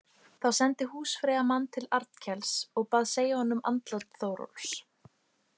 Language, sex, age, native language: Icelandic, female, 18-19, Icelandic